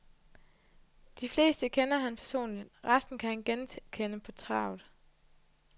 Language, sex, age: Danish, female, 20